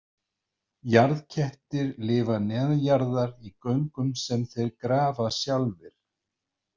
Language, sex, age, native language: Icelandic, male, 50-59, Icelandic